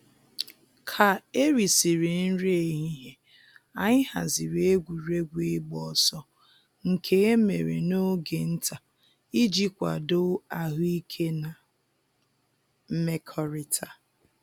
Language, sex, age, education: Igbo, female, 30-45, tertiary